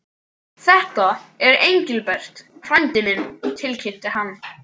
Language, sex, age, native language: Icelandic, male, 12, Icelandic